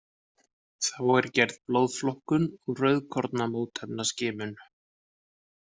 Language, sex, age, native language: Icelandic, male, 50-59, Icelandic